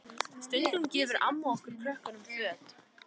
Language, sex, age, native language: Icelandic, female, 13, Icelandic